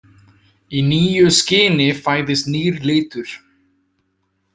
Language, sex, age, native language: Icelandic, male, 20-29, Icelandic